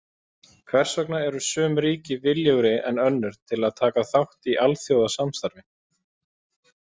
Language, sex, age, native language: Icelandic, male, 20-29, Icelandic